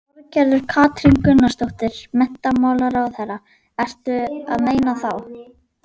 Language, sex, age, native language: Icelandic, female, 11, Icelandic